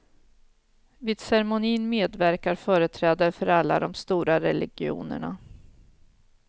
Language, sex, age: Swedish, female, 46